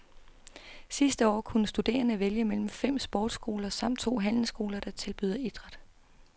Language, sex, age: Danish, female, 32